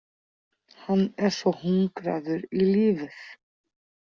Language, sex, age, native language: Icelandic, female, 40-49, Icelandic